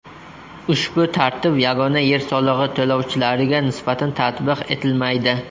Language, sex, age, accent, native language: Uzbek, male, 25-34, Surxondaryo, Uzbek